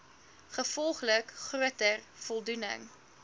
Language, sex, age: Afrikaans, female, 19